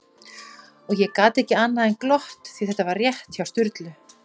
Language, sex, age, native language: Icelandic, female, 40-49, Icelandic